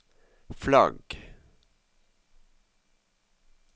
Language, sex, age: Norwegian, male, 54